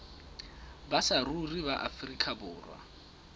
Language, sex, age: Southern Sotho, male, 19